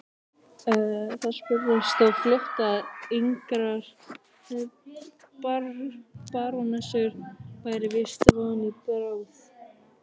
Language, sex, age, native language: Icelandic, other, 18-19, Icelandic